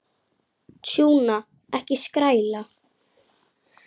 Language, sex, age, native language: Icelandic, female, 9, Icelandic